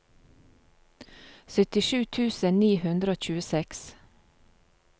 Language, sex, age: Norwegian, female, 35